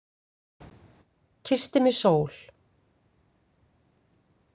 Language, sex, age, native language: Icelandic, female, 50-59, Icelandic